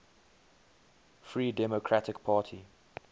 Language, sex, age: English, male, 23